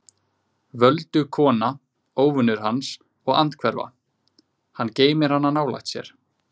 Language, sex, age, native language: Icelandic, male, 20-29, Icelandic